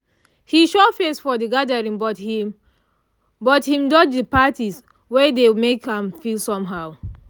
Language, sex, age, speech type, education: Nigerian Pidgin, female, 30-45, spontaneous, tertiary